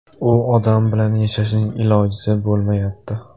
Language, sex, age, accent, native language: Uzbek, male, 18-24, Andijon, Uzbek